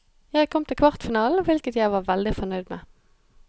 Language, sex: Norwegian, female